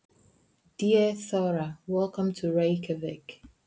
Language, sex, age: Icelandic, female, 20-29